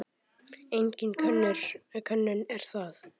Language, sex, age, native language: Icelandic, male, 10, Icelandic